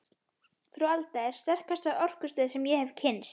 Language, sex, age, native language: Icelandic, female, 11, Icelandic